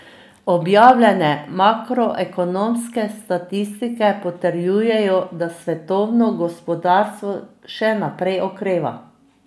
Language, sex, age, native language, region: Slovenian, female, 50-59, Slovenian, Drava region